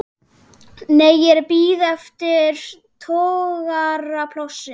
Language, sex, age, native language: Icelandic, male, 12, Icelandic